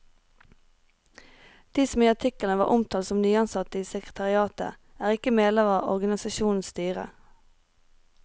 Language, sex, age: Norwegian, female, 23